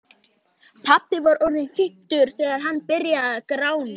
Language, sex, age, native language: Icelandic, male, 13, Icelandic